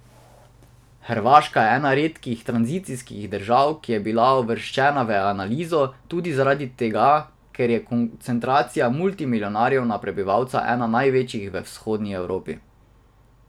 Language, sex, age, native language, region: Slovenian, male, 18-29, Slovenian, Drava region